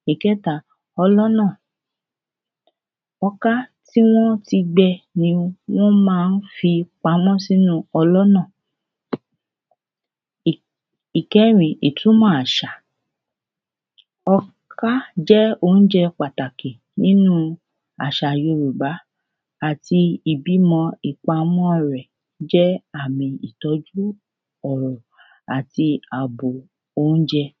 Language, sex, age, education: Yoruba, female, 30-45, secondary